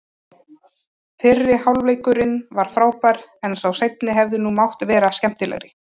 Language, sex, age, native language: Icelandic, female, 30-39, Icelandic